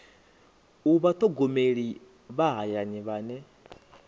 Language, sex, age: Venda, male, 24